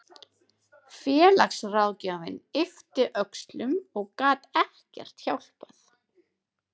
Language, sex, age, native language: Icelandic, female, 30-39, Icelandic